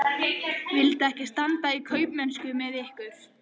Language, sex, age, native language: Icelandic, female, 14, Icelandic